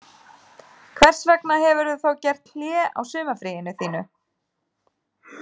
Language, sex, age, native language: Icelandic, female, 30-39, Icelandic